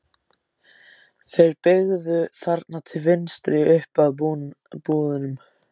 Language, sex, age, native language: Icelandic, other, 14, Icelandic